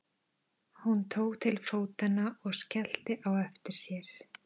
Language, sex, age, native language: Icelandic, female, 14, Icelandic